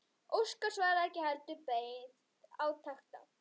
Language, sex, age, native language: Icelandic, female, 11, Icelandic